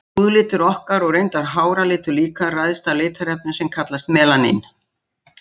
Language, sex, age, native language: Icelandic, female, 60-69, Icelandic